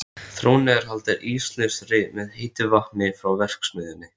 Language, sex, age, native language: Icelandic, male, 13, Icelandic